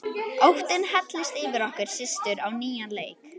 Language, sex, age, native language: Icelandic, female, 11, Icelandic